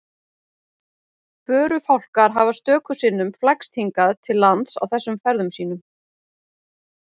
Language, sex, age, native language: Icelandic, female, 40-49, Icelandic